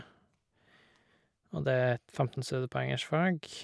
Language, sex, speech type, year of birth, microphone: Norwegian, male, spontaneous, 1988, Shure